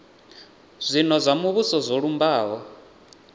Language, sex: Venda, male